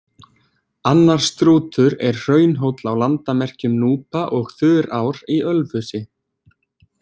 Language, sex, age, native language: Icelandic, male, 20-29, Icelandic